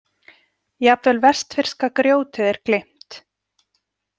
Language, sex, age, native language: Icelandic, female, 40-49, Icelandic